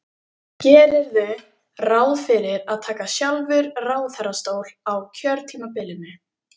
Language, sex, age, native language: Icelandic, female, 18-19, Icelandic